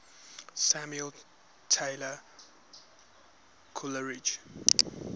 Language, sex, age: English, male, 21